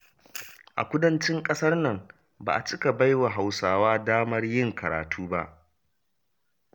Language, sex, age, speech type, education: Hausa, male, 30-45, read, primary